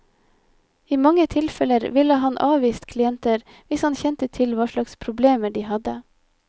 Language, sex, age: Norwegian, female, 25